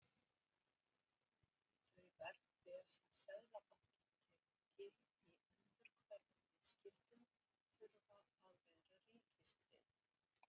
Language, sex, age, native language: Icelandic, female, 60-69, Icelandic